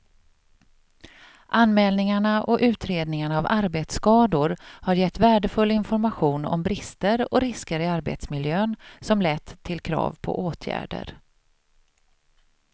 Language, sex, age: Swedish, female, 38